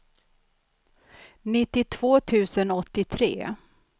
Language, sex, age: Swedish, female, 63